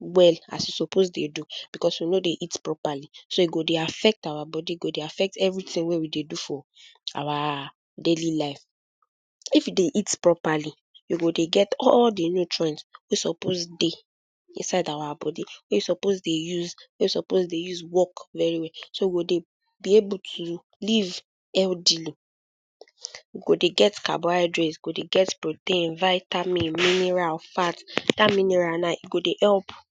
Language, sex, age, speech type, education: Nigerian Pidgin, female, 15-29, spontaneous, secondary